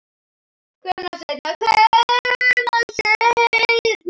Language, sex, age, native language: Icelandic, male, 10, Icelandic